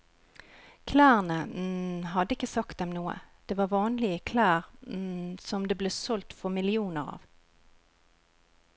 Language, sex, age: Norwegian, female, 41